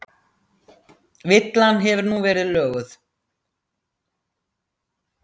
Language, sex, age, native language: Icelandic, female, 60-69, Icelandic